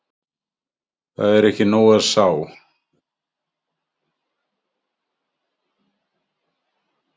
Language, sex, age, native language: Icelandic, male, 50-59, Icelandic